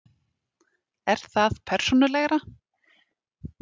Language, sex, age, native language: Icelandic, female, 30-39, Icelandic